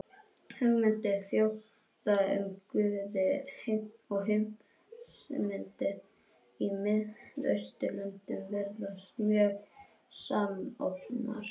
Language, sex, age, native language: Icelandic, male, 21, Icelandic